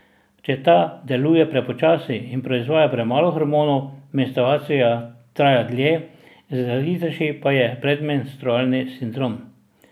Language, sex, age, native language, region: Slovenian, male, 60+, Slovenian, Drava region